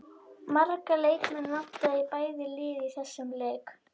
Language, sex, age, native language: Icelandic, female, 21, Icelandic